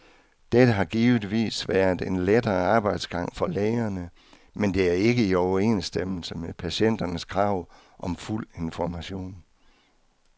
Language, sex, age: Danish, male, 66